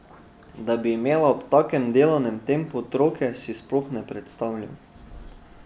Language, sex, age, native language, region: Slovenian, male, 12-17, Slovenian, Drava region